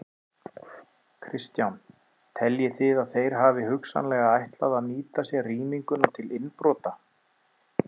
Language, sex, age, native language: Icelandic, male, 30-39, Icelandic